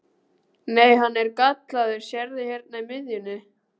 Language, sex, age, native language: Icelandic, male, 12, Icelandic